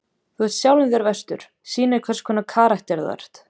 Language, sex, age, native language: Icelandic, female, 20-29, Icelandic